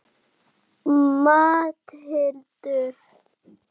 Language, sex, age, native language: Icelandic, female, 40-49, Icelandic